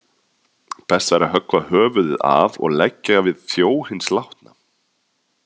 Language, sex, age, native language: Icelandic, male, 30-39, Icelandic